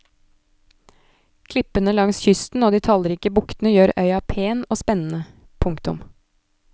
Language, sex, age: Norwegian, female, 29